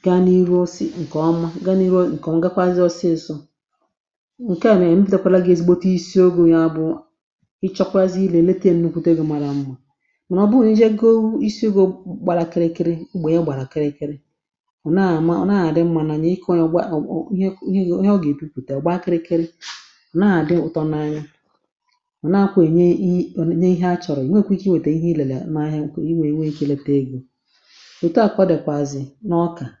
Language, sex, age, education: Igbo, female, 30-45, tertiary